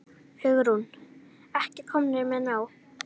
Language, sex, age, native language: Icelandic, female, 10, Icelandic